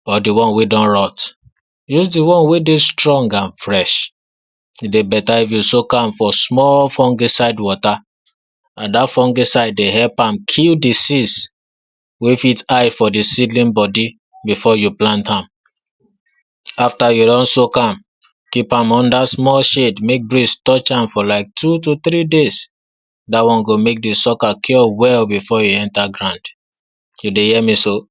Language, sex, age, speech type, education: Nigerian Pidgin, male, 46-60, spontaneous, tertiary